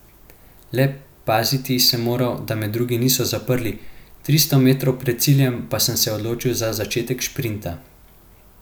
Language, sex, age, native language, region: Slovenian, male, 18-29, Slovenian, Central Slovenia